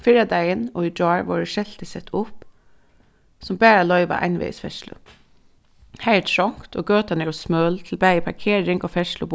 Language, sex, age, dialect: Faroese, female, 15-35, Suðurstreymoy